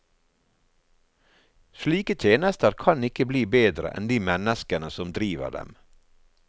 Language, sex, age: Norwegian, male, 48